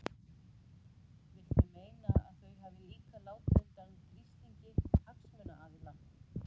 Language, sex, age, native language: Icelandic, female, 40-49, Icelandic